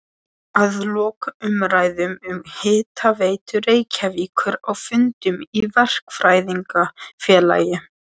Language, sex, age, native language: Icelandic, male, 13, Polish